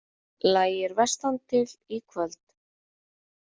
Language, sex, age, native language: Icelandic, female, 30-39, Icelandic